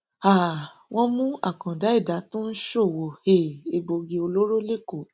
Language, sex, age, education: Yoruba, female, 30-45, tertiary